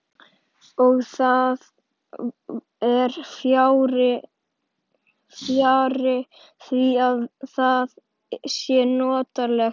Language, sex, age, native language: Icelandic, male, 11, Icelandic